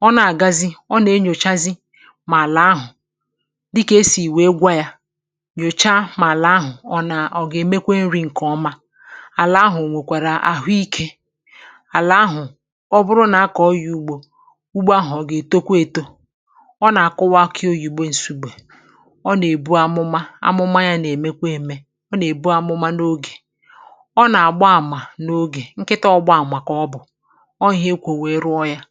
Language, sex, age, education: Igbo, female, 46-60, tertiary